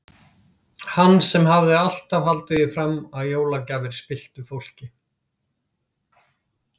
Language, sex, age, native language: Icelandic, female, 60-69, Icelandic